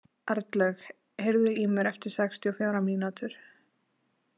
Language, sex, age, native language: Icelandic, female, 20-29, Icelandic